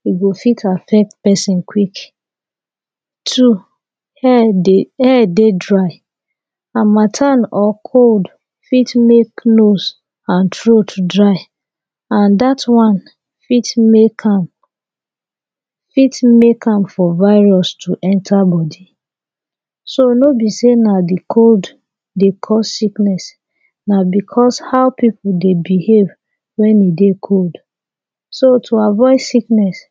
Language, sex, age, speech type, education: Nigerian Pidgin, female, 30-45, spontaneous, tertiary